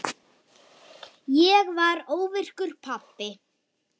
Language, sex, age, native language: Icelandic, female, 9, Icelandic